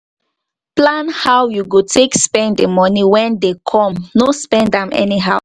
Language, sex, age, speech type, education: Nigerian Pidgin, female, 15-29, spontaneous, tertiary